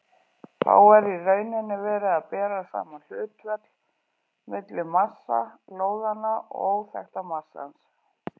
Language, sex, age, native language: Icelandic, female, 40-49, Icelandic